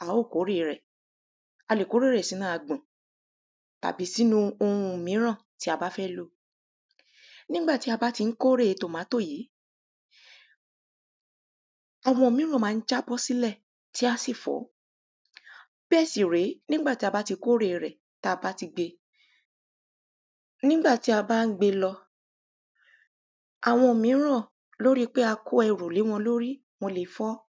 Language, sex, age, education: Yoruba, female, 30-45, primary